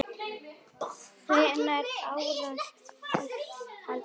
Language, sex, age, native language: Icelandic, female, 10, Icelandic